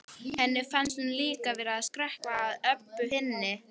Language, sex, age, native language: Icelandic, female, 12, Icelandic